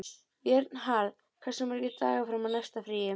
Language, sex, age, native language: Icelandic, female, 12, Icelandic